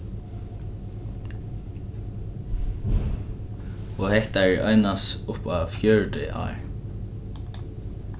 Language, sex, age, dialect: Faroese, male, 15-35, Norðuroyggjar